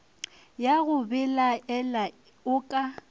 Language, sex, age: Northern Sotho, female, 23